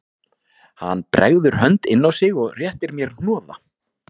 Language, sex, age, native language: Icelandic, male, 40-49, Icelandic